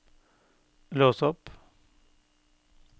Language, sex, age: Norwegian, male, 52